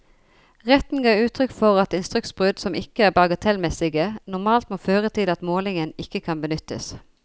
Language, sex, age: Norwegian, female, 40